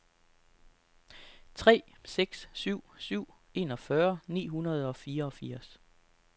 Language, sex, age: Danish, male, 33